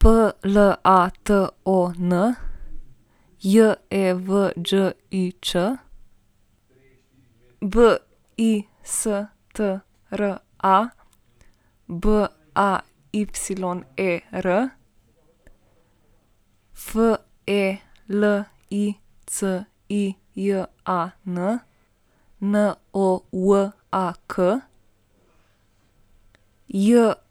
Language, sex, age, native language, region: Slovenian, female, 18-29, Slovenian, Primorsko-notranjska region